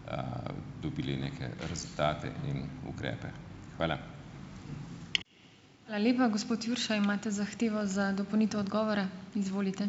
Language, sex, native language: Slovenian, male, Slovenian